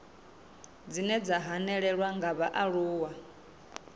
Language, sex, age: Venda, female, 26